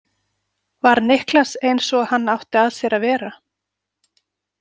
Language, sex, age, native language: Icelandic, female, 40-49, Icelandic